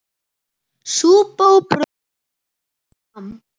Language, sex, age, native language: Icelandic, male, 8, Icelandic